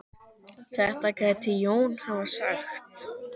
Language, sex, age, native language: Icelandic, male, 10, Icelandic